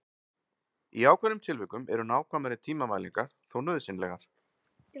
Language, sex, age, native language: Icelandic, male, 40-49, Icelandic